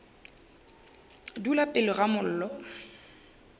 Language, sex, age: Northern Sotho, female, 21